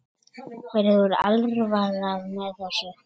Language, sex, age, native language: Icelandic, male, 7, Icelandic